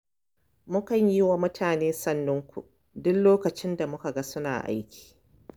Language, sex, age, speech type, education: Hausa, female, 15-29, spontaneous, tertiary